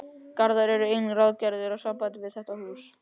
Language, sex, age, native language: Icelandic, male, 13, Icelandic